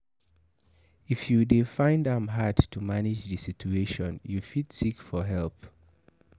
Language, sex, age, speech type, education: Nigerian Pidgin, male, 15-29, read, tertiary